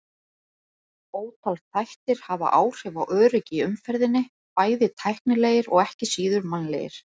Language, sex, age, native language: Icelandic, female, 40-49, Icelandic